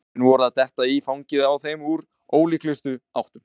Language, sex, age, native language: Icelandic, male, 20-29, Icelandic